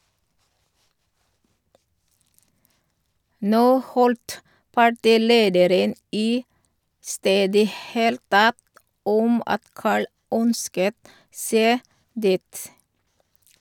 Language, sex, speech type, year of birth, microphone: Norwegian, female, read, 1962, Sennheiser